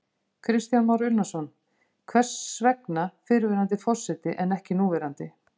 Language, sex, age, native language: Icelandic, female, 50-59, Icelandic